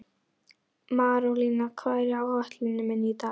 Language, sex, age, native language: Icelandic, female, 11, Icelandic